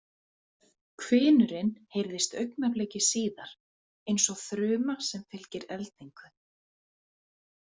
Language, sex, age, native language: Icelandic, female, 40-49, Icelandic